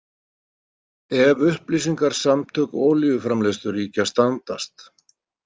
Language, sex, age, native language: Icelandic, male, 30-39, Icelandic